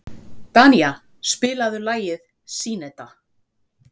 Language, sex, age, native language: Icelandic, female, 40-49, Icelandic